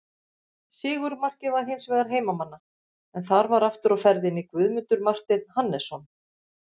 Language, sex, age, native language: Icelandic, female, 50-59, Icelandic